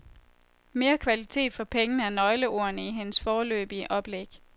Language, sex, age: Danish, female, 23